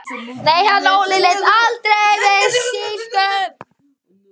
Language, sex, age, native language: Icelandic, male, 11, Icelandic